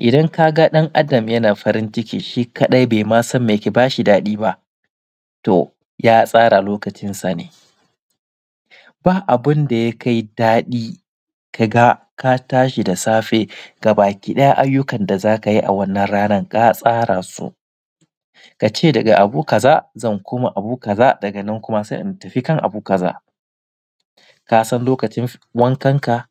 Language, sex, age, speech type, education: Hausa, male, 15-29, spontaneous, primary